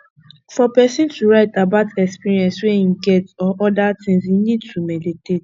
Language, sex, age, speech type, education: Nigerian Pidgin, female, 15-29, spontaneous, tertiary